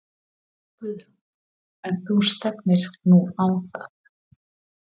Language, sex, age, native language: Icelandic, female, 30-39, Icelandic